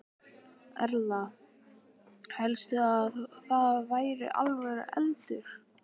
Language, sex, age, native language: Icelandic, male, 15, Icelandic